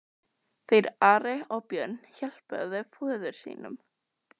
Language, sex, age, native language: Icelandic, other, 12, Icelandic